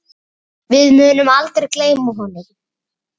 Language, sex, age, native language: Icelandic, male, 8, Icelandic